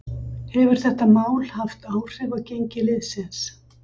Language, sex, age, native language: Icelandic, female, 50-59, Icelandic